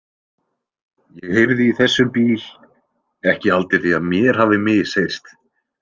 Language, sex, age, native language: Icelandic, male, 20-29, Icelandic